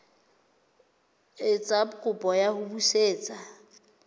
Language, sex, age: Southern Sotho, female, 29